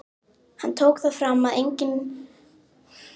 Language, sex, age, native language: Icelandic, female, 18-19, Icelandic